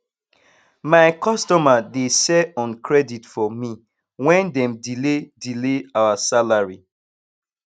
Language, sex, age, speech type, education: Nigerian Pidgin, male, 15-29, spontaneous, tertiary